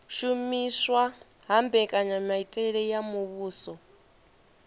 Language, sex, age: Venda, female, 22